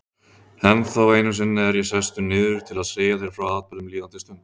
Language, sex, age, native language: Icelandic, male, 30-39, Icelandic